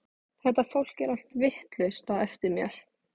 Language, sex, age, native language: Icelandic, female, 15, Icelandic